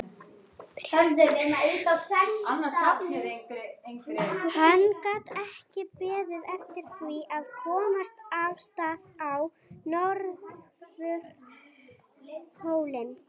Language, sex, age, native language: Icelandic, female, 40-49, Icelandic